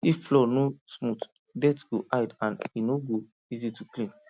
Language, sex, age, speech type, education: Nigerian Pidgin, male, 15-29, spontaneous, tertiary